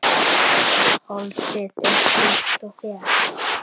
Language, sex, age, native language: Icelandic, male, 10, Icelandic